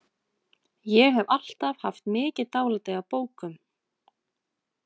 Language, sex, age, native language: Icelandic, female, 20-29, Icelandic